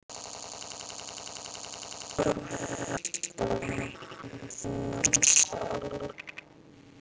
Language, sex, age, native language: Icelandic, other, 12, Icelandic